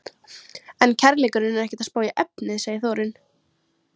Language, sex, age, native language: Icelandic, female, 13, Icelandic